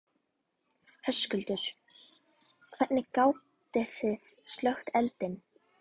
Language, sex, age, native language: Icelandic, female, 11, Icelandic